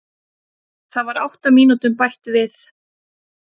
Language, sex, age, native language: Icelandic, female, 30-39, Icelandic